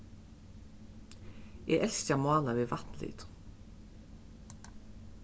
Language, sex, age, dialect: Faroese, female, 36-60, Suðurstreymoy